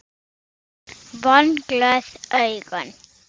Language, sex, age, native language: Icelandic, female, 6, Icelandic